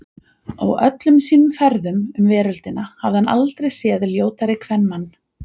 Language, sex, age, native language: Icelandic, female, 40-49, Icelandic